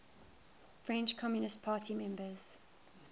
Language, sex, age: English, male, 19